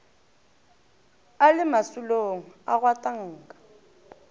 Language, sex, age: Northern Sotho, female, 18